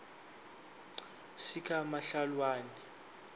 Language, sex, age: South Ndebele, male, 23